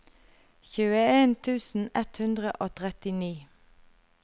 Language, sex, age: Norwegian, female, 33